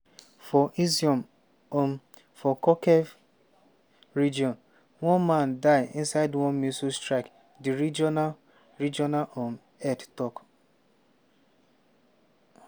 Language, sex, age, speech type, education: Nigerian Pidgin, male, 15-29, spontaneous, tertiary